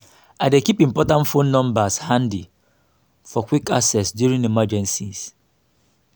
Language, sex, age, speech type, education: Nigerian Pidgin, male, 30-45, spontaneous, tertiary